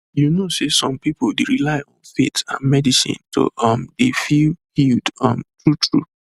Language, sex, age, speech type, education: Nigerian Pidgin, male, 15-29, spontaneous, tertiary